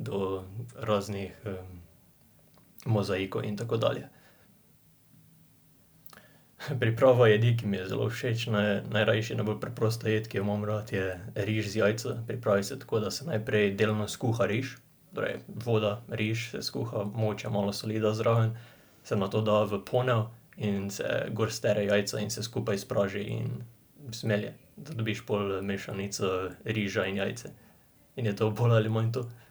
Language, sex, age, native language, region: Slovenian, male, 18-29, Slovenian, Drava region